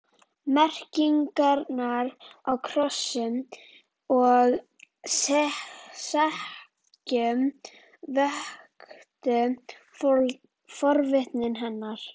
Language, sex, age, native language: Icelandic, female, 11, Icelandic